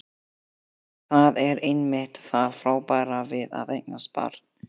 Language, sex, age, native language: Icelandic, female, 11, Icelandic